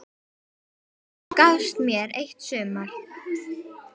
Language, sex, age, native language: Icelandic, female, 10, Icelandic